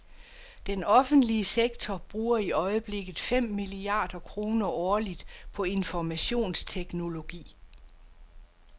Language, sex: Danish, female